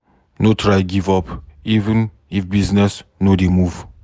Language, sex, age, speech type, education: Nigerian Pidgin, male, 15-29, read, secondary